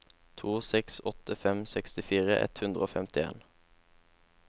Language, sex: Norwegian, male